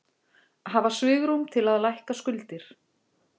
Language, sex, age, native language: Icelandic, female, 40-49, Icelandic